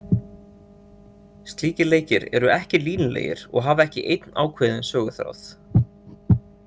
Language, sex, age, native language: Icelandic, male, 30-39, Icelandic